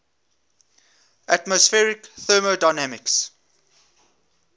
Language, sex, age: English, male, 21